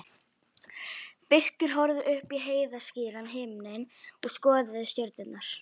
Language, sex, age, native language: Icelandic, female, 11, Icelandic